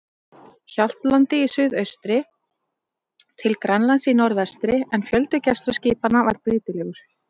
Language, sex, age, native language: Icelandic, female, 30-39, Icelandic